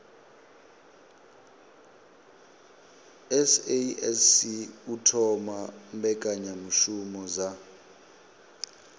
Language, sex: Venda, male